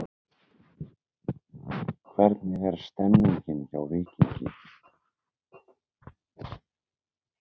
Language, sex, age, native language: Icelandic, male, 60-69, Icelandic